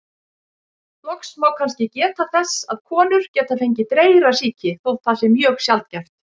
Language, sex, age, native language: Icelandic, female, 50-59, Icelandic